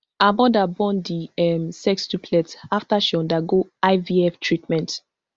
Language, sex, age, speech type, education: Nigerian Pidgin, female, 15-29, spontaneous, tertiary